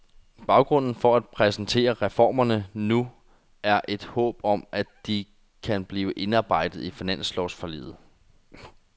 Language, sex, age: Danish, male, 21